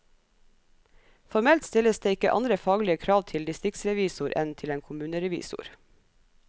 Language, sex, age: Norwegian, female, 37